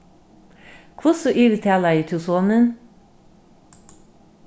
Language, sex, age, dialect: Faroese, female, 36-60, Norðurstreymoy/Eysturoy